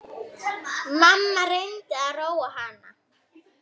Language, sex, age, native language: Icelandic, female, 9, Icelandic